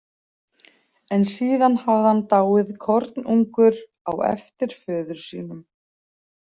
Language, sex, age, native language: Icelandic, female, 40-49, Icelandic